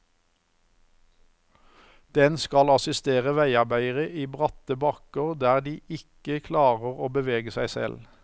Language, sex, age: Norwegian, male, 54